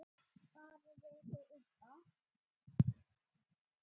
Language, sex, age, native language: Icelandic, male, 8, Icelandic